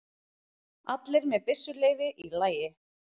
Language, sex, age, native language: Icelandic, female, 30-39, Icelandic